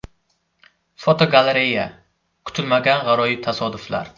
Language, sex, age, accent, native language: Uzbek, male, 12-17, Samarqand, Uzbek